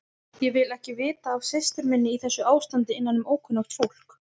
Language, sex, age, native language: Icelandic, female, 20-29, Icelandic